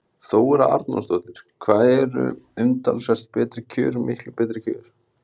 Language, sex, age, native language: Icelandic, male, 16, Icelandic